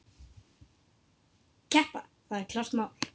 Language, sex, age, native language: Icelandic, female, 10, Icelandic